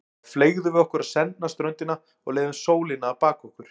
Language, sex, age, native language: Icelandic, male, 40-49, Icelandic